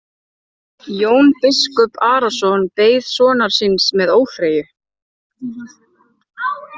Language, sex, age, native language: Icelandic, female, 20-29, Icelandic